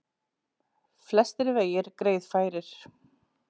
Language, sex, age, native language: Icelandic, female, 40-49, Icelandic